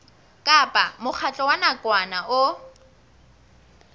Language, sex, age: Southern Sotho, female, 20